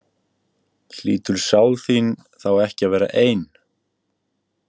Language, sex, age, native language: Icelandic, male, 18-19, Icelandic